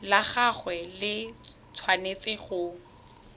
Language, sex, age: Tswana, female, 21